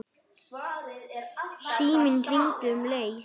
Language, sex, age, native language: Icelandic, male, 9, Icelandic